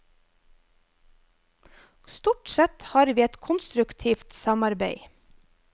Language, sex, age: Norwegian, female, 25